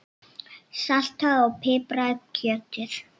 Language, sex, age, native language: Icelandic, female, 7, Icelandic